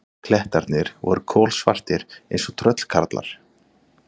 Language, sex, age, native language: Icelandic, male, 30-39, Icelandic